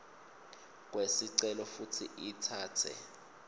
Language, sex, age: Swati, male, 22